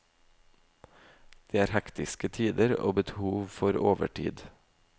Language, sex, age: Norwegian, male, 18